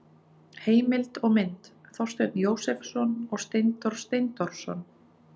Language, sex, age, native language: Icelandic, female, 20-29, Icelandic